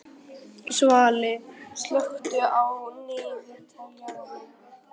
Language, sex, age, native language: Icelandic, male, 11, Icelandic